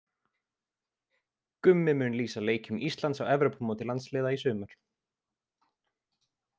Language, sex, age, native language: Icelandic, male, 20-29, Icelandic